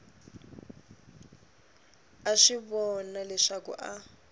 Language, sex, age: Tsonga, female, 24